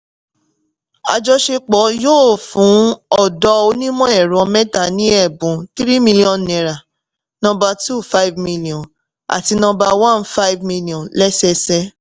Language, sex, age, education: Yoruba, female, 15-29, tertiary